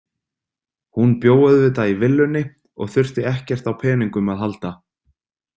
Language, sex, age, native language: Icelandic, male, 30-39, Icelandic